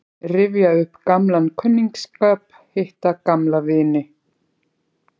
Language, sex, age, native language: Icelandic, female, 50-59, Icelandic